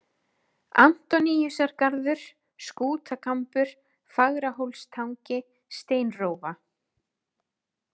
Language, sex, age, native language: Icelandic, female, 30-39, Icelandic